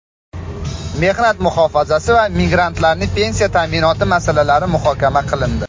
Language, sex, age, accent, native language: Uzbek, male, 25-34, Toshkent viloyati, Uzbek